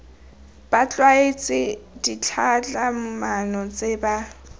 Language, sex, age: Tswana, female, 18